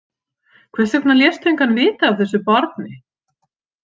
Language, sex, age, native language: Icelandic, female, 50-59, Icelandic